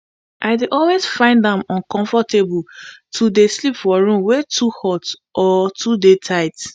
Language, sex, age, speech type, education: Nigerian Pidgin, female, 15-29, spontaneous, tertiary